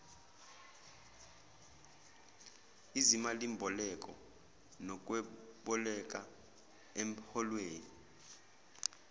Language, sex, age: Zulu, male, 24